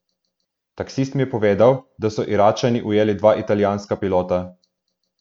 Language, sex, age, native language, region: Slovenian, male, 18-29, Slovenian, Southeast Slovenia